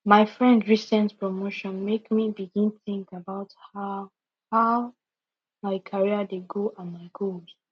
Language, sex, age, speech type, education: Nigerian Pidgin, female, 15-29, spontaneous, secondary